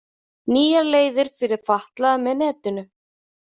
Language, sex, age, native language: Icelandic, female, 30-39, Icelandic